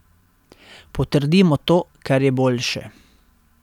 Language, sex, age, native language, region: Slovenian, male, 30-49, Slovenian, Central Slovenia